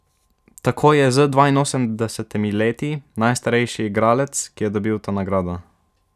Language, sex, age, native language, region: Slovenian, male, 12-17, Slovenian, Savinja region